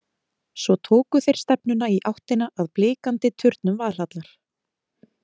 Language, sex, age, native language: Icelandic, female, 30-39, Icelandic